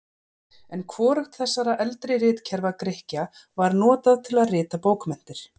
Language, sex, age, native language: Icelandic, female, 40-49, Icelandic